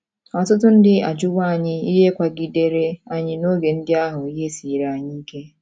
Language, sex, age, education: Igbo, female, 15-29, tertiary